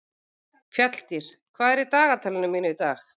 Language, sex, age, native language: Icelandic, female, 40-49, Icelandic